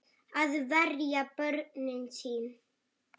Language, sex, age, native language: Icelandic, male, 7, Icelandic